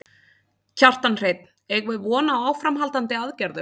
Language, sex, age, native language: Icelandic, female, 30-39, Icelandic